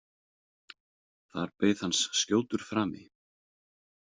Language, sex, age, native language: Icelandic, male, 30-39, Icelandic